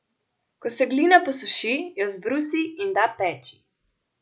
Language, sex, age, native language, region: Slovenian, female, 18-29, Slovenian, Central Slovenia